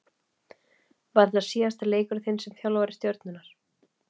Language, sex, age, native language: Icelandic, female, 30-39, Icelandic